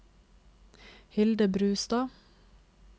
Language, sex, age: Norwegian, female, 26